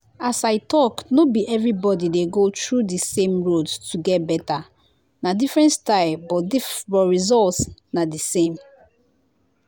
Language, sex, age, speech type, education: Nigerian Pidgin, female, 15-29, spontaneous, tertiary